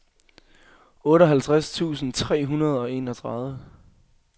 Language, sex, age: Danish, male, 22